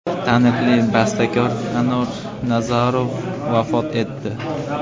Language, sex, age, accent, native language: Uzbek, male, 18-24, Andijon, Uzbek